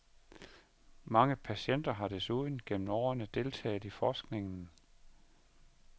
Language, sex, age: Danish, male, 51